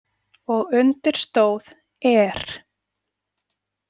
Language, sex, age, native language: Icelandic, female, 40-49, Icelandic